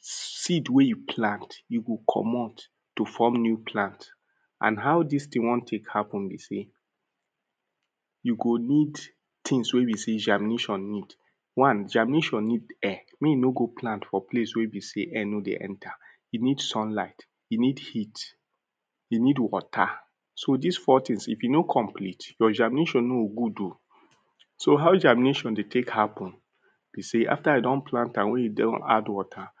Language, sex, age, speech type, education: Nigerian Pidgin, male, 30-45, spontaneous, tertiary